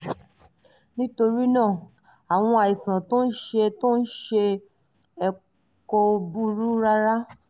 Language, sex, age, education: Yoruba, female, 30-45, tertiary